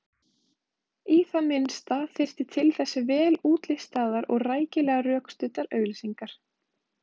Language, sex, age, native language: Icelandic, female, 20-29, Icelandic